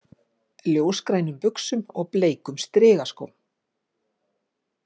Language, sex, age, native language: Icelandic, female, 50-59, Icelandic